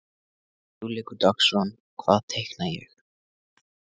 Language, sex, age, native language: Icelandic, male, 20-29, Icelandic